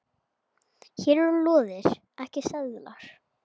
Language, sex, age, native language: Icelandic, female, 8, Icelandic